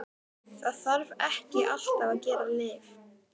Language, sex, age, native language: Icelandic, female, 12, Icelandic